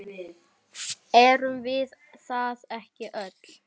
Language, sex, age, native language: Icelandic, other, 10, Icelandic